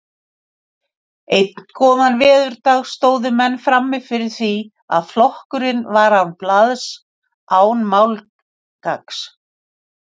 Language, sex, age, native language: Icelandic, female, 50-59, Icelandic